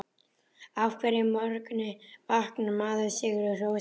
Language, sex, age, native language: Icelandic, male, 11, Icelandic